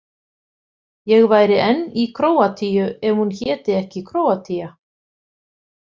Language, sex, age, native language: Icelandic, female, 50-59, Icelandic